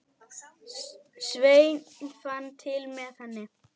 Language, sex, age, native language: Icelandic, male, 10, Icelandic